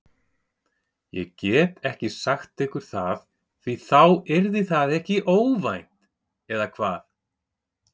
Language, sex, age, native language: Icelandic, male, 40-49, Icelandic